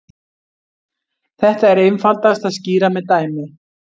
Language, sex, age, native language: Icelandic, female, 60-69, Icelandic